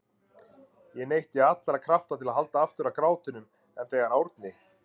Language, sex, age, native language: Icelandic, male, 30-39, Icelandic